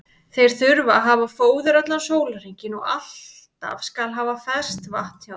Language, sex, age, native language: Icelandic, female, 30-39, Icelandic